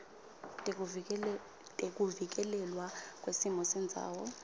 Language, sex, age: Swati, female, 25